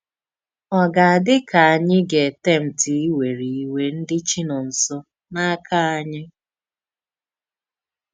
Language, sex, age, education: Igbo, female, 15-29, tertiary